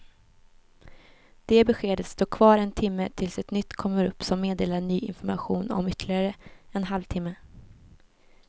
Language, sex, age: Swedish, female, 24